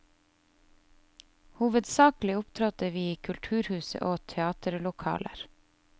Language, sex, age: Norwegian, female, 30